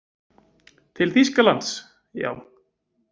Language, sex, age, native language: Icelandic, male, 20-29, Icelandic